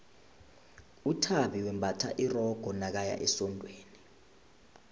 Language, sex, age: South Ndebele, male, 20